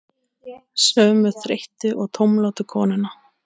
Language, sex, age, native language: Icelandic, male, 8, Icelandic